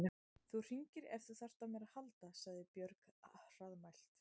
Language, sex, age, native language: Icelandic, female, 30-39, Icelandic